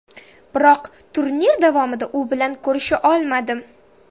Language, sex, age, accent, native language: Uzbek, female, under 19, Samarqand, Uzbek